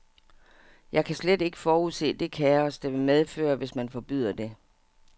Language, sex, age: Danish, female, 57